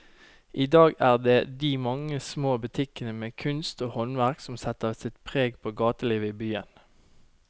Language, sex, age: Norwegian, male, 29